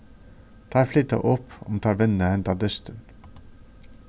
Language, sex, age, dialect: Faroese, male, 36-60, Suðurstreymoy